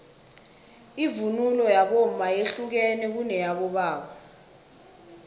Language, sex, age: South Ndebele, female, 21